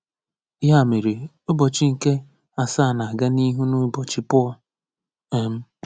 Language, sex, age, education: Igbo, male, 15-29, tertiary